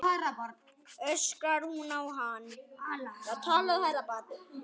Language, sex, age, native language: Icelandic, male, 9, Icelandic